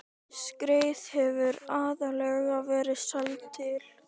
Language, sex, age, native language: Icelandic, male, 12, Icelandic